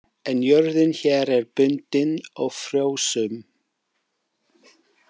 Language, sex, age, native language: Icelandic, male, 50-59, English